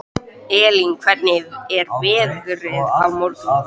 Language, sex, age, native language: Icelandic, male, 12, Icelandic